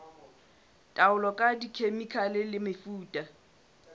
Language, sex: Southern Sotho, male